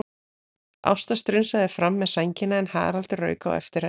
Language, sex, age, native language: Icelandic, female, 40-49, Icelandic